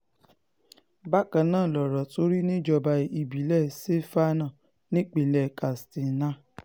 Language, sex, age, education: Yoruba, female, 15-29, tertiary